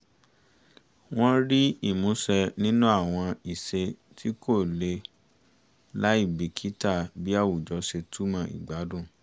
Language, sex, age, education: Yoruba, male, 30-45, tertiary